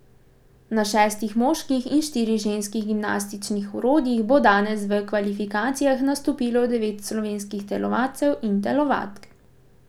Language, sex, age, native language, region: Slovenian, female, 18-29, Slovenian, Pomurje region